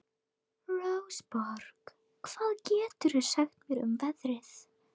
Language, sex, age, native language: Icelandic, female, 12, Icelandic